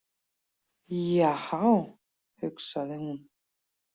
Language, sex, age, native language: Icelandic, female, 40-49, Icelandic